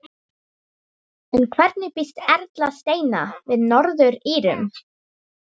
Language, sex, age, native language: Icelandic, female, 18-19, Icelandic